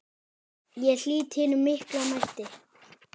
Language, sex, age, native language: Icelandic, male, 10, Icelandic